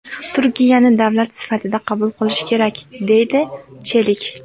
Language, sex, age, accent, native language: Uzbek, female, 18-24, Andijon, Uzbek